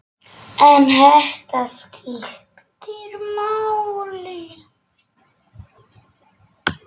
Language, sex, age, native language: Icelandic, male, 9, Polish